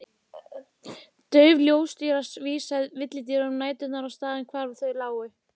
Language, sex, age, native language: Icelandic, female, 15, Icelandic